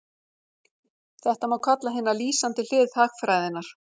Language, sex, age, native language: Icelandic, female, 40-49, Icelandic